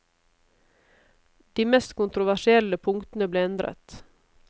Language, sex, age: Norwegian, female, 31